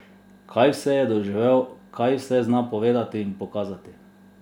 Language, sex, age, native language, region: Slovenian, male, 30-49, Slovenian, Drava region